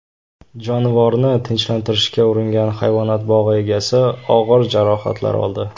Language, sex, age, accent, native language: Uzbek, male, 18-24, Toshkent viloyati, Uzbek